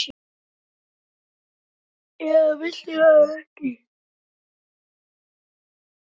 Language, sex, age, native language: Icelandic, male, 10, Icelandic